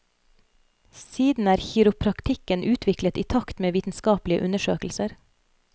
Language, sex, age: Norwegian, female, 30